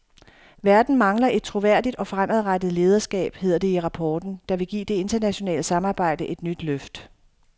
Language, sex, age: Danish, female, 51